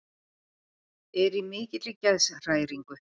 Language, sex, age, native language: Icelandic, female, 50-59, Icelandic